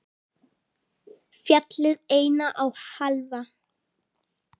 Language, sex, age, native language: Icelandic, female, 9, Icelandic